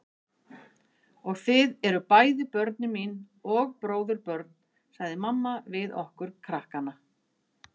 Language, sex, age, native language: Icelandic, female, 50-59, Icelandic